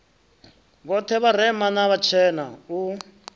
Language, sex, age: Venda, male, 33